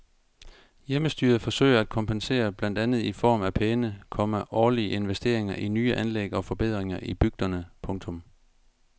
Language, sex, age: Danish, male, 42